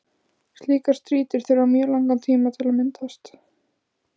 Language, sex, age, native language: Icelandic, female, 15, Icelandic